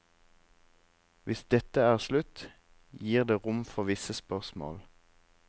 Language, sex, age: Norwegian, male, 26